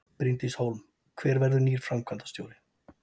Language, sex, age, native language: Icelandic, male, 40-49, Icelandic